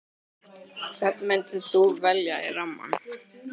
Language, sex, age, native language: Icelandic, male, 12, Icelandic